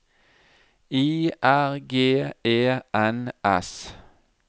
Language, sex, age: Norwegian, male, 37